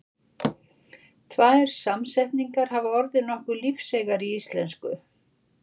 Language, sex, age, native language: Icelandic, female, 60-69, Icelandic